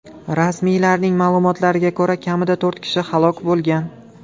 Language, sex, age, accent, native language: Uzbek, male, 18-24, Toshkent viloyati, Uzbek